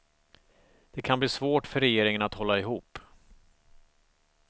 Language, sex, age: Swedish, male, 45